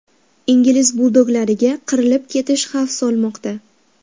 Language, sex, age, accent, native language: Uzbek, female, 12-17, Farg'ona, Uzbek